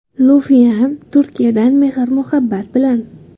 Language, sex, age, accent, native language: Uzbek, female, under 19, Qashqadaryo, Uzbek